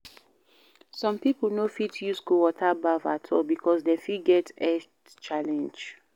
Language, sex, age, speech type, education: Nigerian Pidgin, female, 15-29, read, primary